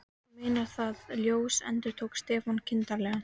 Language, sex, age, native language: Icelandic, female, 13, Icelandic